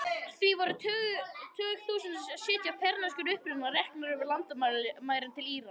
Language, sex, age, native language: Icelandic, male, 21, Icelandic